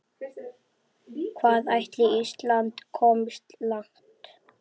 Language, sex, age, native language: Icelandic, female, 8, Icelandic